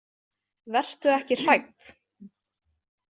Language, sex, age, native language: Icelandic, female, 18-19, Icelandic